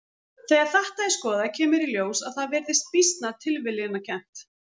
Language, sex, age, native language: Icelandic, female, 40-49, Icelandic